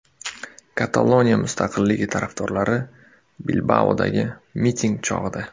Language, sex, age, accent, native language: Uzbek, male, 18-24, Surxondaryo, Uzbek